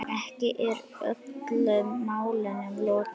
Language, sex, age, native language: Icelandic, female, 9, Icelandic